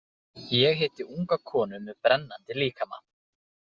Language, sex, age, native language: Icelandic, male, 20-29, Icelandic